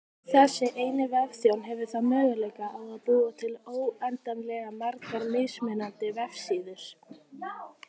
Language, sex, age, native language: Icelandic, female, 18-19, Icelandic